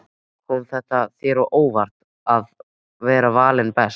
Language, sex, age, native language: Icelandic, male, 13, Icelandic